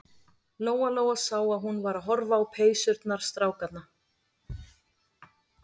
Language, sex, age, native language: Icelandic, female, 40-49, Icelandic